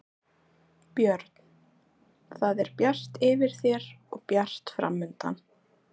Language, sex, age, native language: Icelandic, female, 20-29, Icelandic